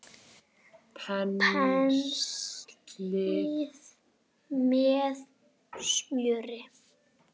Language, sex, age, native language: Icelandic, male, 7, Icelandic